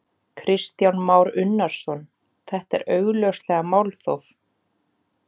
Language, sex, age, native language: Icelandic, female, 40-49, Icelandic